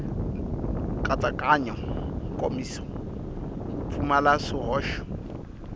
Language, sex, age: Tsonga, male, 25